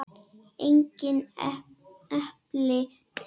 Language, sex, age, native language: Icelandic, female, 10, Icelandic